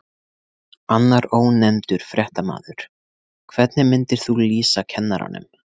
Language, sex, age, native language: Icelandic, male, 20-29, Icelandic